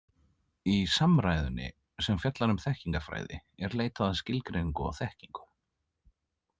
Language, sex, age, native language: Icelandic, male, 30-39, Icelandic